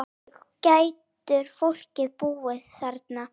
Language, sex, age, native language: Icelandic, female, 8, Icelandic